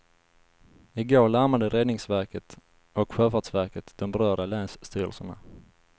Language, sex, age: Swedish, male, 19